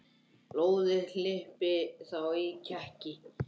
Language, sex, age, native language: Icelandic, male, 10, Icelandic